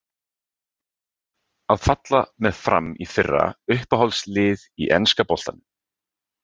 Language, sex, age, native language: Icelandic, male, 20-29, Icelandic